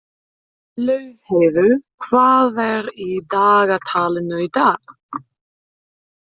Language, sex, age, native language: Icelandic, female, 30-39, German